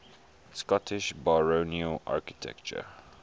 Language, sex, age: English, male, 21